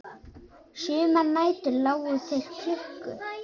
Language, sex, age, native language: Icelandic, female, 8, Icelandic